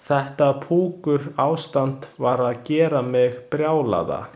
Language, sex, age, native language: Icelandic, male, 20-29, Chinese